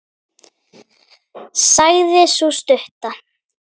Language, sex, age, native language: Icelandic, female, 9, Icelandic